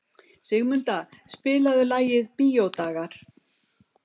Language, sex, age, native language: Icelandic, female, 70-79, Icelandic